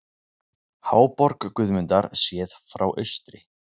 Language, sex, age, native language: Icelandic, male, 30-39, Icelandic